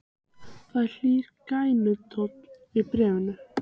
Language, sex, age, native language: Icelandic, female, 15, Icelandic